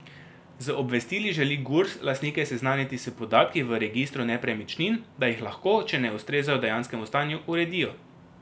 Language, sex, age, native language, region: Slovenian, male, 18-29, Slovenian, Drava region